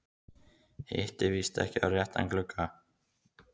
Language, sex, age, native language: Icelandic, male, 15, Icelandic